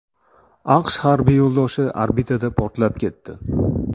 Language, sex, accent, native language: Uzbek, male, Toshkent shahri, Uzbek